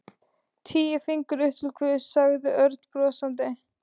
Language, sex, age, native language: Icelandic, female, 14, Icelandic